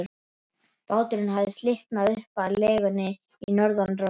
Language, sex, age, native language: Icelandic, male, 12, Icelandic